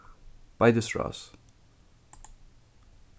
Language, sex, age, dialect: Faroese, male, 15-35, Suðurstreymoy